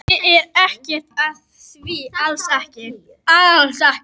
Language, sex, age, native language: Icelandic, female, 11, Icelandic